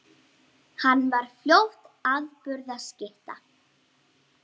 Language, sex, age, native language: Icelandic, female, 8, Icelandic